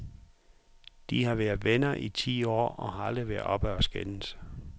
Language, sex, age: Danish, male, 44